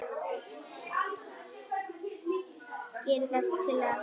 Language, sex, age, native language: Icelandic, female, 10, Icelandic